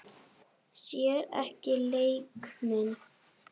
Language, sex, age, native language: Icelandic, female, 7, Icelandic